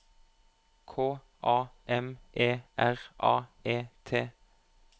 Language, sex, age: Norwegian, male, 25